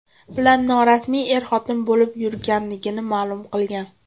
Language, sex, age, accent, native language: Uzbek, female, 18-24, Toshkent viloyati, Uzbek